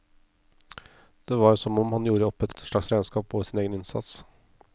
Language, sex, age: Norwegian, male, 34